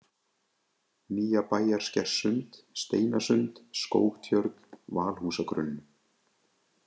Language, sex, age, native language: Icelandic, male, 20-29, Icelandic